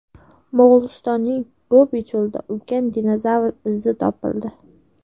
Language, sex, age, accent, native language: Uzbek, female, 18-24, Sirdaryo, Uzbek